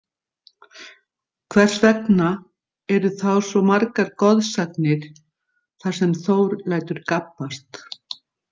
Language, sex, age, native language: Icelandic, female, 60-69, Icelandic